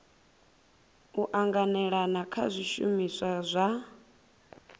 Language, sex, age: Venda, female, 24